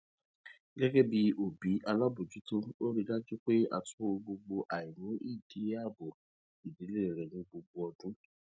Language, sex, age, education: Yoruba, male, 30-45, tertiary